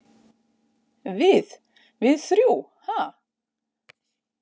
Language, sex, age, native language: Icelandic, female, 50-59, Icelandic